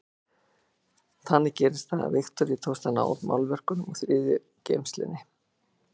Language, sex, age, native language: Icelandic, female, 60-69, Icelandic